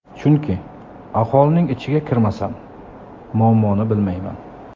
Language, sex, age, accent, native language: Uzbek, male, 25-34, Samarqand, Uzbek